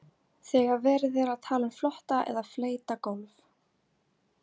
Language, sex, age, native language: Icelandic, female, 18-19, Icelandic